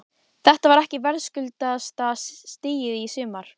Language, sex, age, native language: Icelandic, female, 12, Icelandic